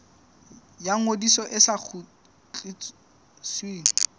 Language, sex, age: Southern Sotho, male, 20